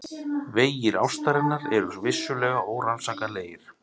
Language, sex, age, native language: Icelandic, male, 30-39, Icelandic